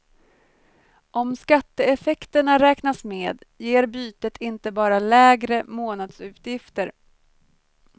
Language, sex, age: Swedish, female, 23